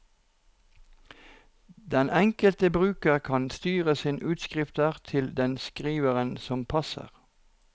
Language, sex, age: Norwegian, male, 43